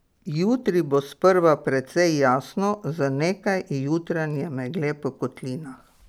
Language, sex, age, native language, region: Slovenian, female, 60+, Slovenian, Pomurje region